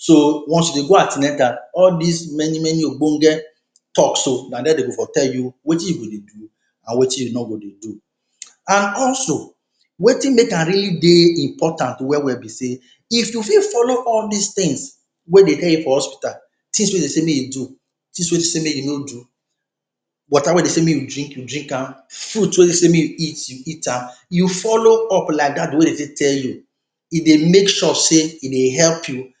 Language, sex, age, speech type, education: Nigerian Pidgin, male, 30-45, spontaneous, tertiary